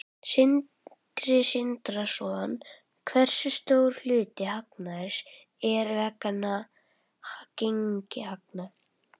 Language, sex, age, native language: Icelandic, female, 11, Icelandic